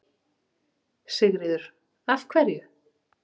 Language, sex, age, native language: Icelandic, female, 30-39, Icelandic